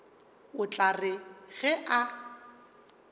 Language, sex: Northern Sotho, male